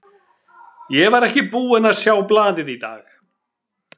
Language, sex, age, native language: Icelandic, male, 11, Icelandic